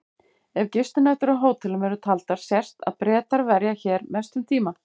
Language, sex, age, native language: Icelandic, female, 50-59, Icelandic